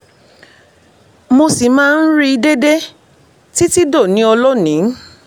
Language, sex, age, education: Yoruba, female, 30-45, tertiary